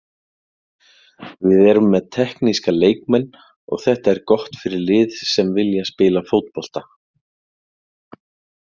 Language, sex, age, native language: Icelandic, male, 40-49, Icelandic